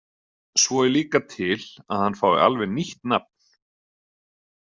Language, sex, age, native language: Icelandic, male, 30-39, Icelandic